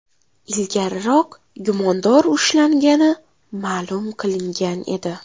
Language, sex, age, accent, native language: Uzbek, female, 12-17, Xorazm, Uzbek